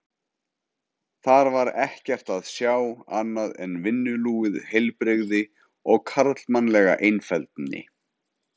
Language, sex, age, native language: Icelandic, male, 30-39, Icelandic